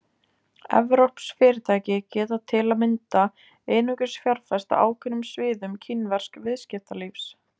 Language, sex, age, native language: Icelandic, female, 20-29, Icelandic